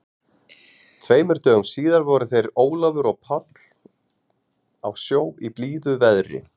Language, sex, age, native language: Icelandic, male, 40-49, Icelandic